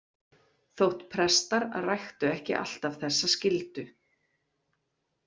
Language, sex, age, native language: Icelandic, female, 40-49, Icelandic